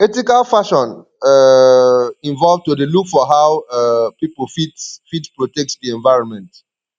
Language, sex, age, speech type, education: Nigerian Pidgin, male, 30-45, spontaneous, secondary